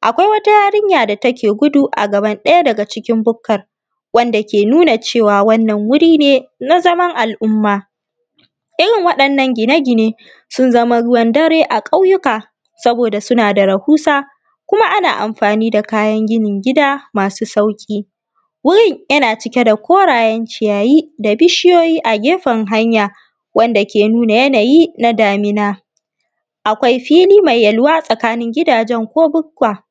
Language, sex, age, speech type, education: Hausa, female, 15-29, spontaneous, tertiary